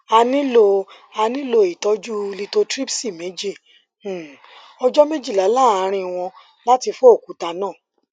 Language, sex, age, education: Yoruba, female, 30-45, tertiary